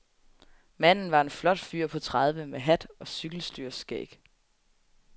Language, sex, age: Danish, female, 20